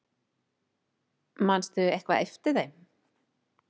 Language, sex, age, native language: Icelandic, female, 40-49, Icelandic